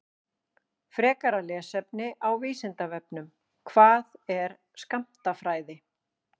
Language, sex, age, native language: Icelandic, female, 40-49, Icelandic